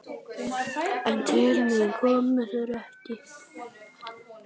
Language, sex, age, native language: Icelandic, male, 11, Icelandic